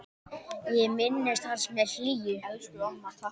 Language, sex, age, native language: Icelandic, male, 10, Icelandic